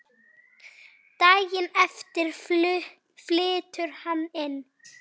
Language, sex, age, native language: Icelandic, female, 9, Icelandic